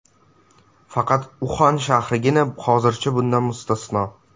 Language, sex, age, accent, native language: Uzbek, male, 12-17, Samarqand, Uzbek